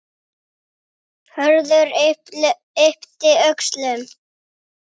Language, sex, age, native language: Icelandic, male, 9, Icelandic